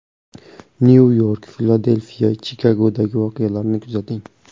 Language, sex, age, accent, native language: Uzbek, male, 18-24, Andijon, Uzbek